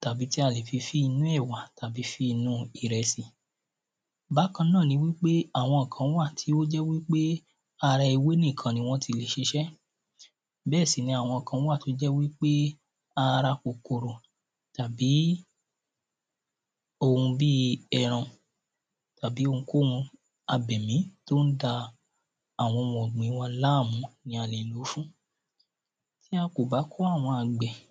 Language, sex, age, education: Yoruba, male, 30-45, primary